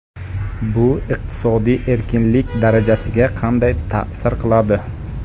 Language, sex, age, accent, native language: Uzbek, male, 25-34, Qashqadaryo, Uzbek